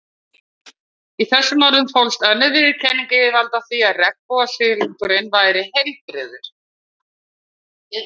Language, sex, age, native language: Icelandic, female, 60-69, Icelandic